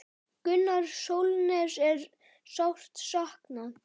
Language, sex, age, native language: Icelandic, male, 10, Icelandic